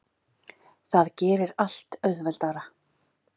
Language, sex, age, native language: Icelandic, female, 40-49, Icelandic